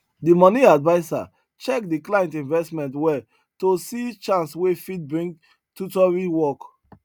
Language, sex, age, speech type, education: Nigerian Pidgin, male, 30-45, spontaneous, tertiary